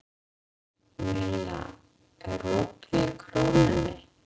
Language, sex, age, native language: Icelandic, female, 40-49, Icelandic